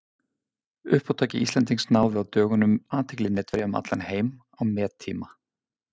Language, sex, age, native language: Icelandic, male, 50-59, Icelandic